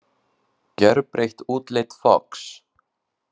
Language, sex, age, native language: Icelandic, male, 20-29, Icelandic